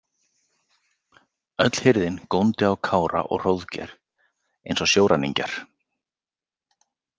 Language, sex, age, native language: Icelandic, male, 40-49, Icelandic